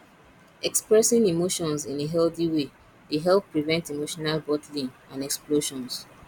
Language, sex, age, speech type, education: Nigerian Pidgin, female, 30-45, spontaneous, tertiary